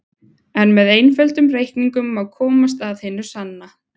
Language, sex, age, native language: Icelandic, female, 20-29, Icelandic